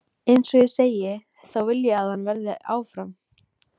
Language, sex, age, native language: Icelandic, female, 18-19, Icelandic